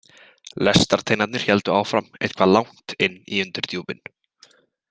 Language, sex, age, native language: Icelandic, male, 20-29, Icelandic